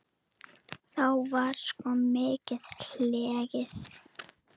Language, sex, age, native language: Icelandic, female, 9, Icelandic